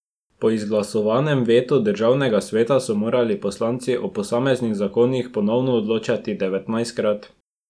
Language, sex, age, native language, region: Slovenian, male, 12-17, Slovenian, Drava region